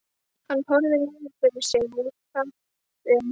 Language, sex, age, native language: Icelandic, female, 12, Icelandic